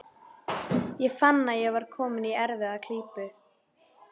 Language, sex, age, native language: Icelandic, female, 12, Icelandic